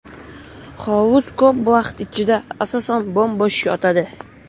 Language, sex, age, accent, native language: Uzbek, male, under 19, Farg'ona, Uzbek